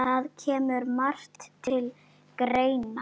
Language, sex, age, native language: Icelandic, female, 9, Icelandic